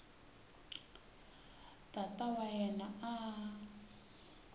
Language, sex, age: Tsonga, female, 18